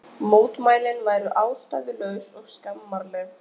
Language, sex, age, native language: Icelandic, female, 20-29, Icelandic